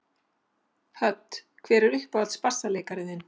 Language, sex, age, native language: Icelandic, female, 60-69, Icelandic